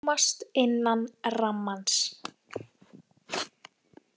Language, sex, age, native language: Icelandic, female, 18-19, Icelandic